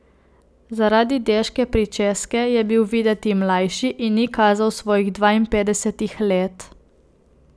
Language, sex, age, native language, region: Slovenian, female, 18-29, Slovenian, Coastal Karst region